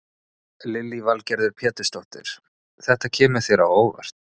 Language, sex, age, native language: Icelandic, male, 30-39, Icelandic